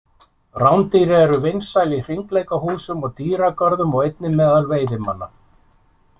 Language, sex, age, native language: Icelandic, male, 50-59, Icelandic